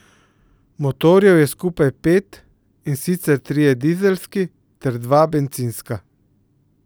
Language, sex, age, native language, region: Slovenian, male, 50-59, Slovenian, Central Slovenia